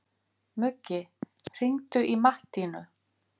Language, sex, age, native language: Icelandic, female, 50-59, Icelandic